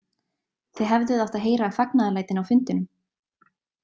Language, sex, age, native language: Icelandic, female, 20-29, Icelandic